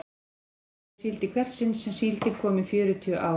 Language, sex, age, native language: Icelandic, female, 40-49, Icelandic